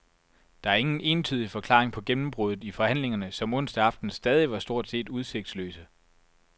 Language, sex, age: Danish, male, 24